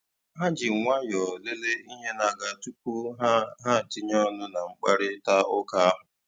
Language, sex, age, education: Igbo, male, 30-45, tertiary